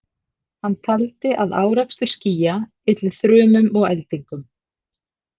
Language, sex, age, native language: Icelandic, female, 50-59, Icelandic